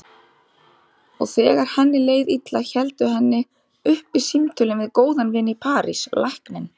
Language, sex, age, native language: Icelandic, female, 30-39, Icelandic